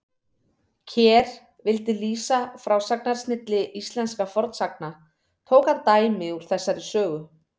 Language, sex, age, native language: Icelandic, female, 30-39, Icelandic